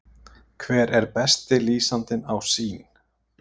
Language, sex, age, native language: Icelandic, male, 50-59, Icelandic